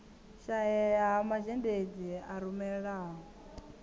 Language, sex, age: Venda, female, 19